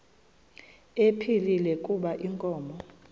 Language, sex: Xhosa, female